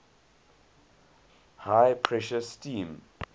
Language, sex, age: English, male, 20